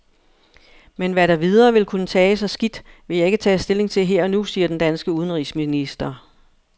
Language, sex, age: Danish, female, 59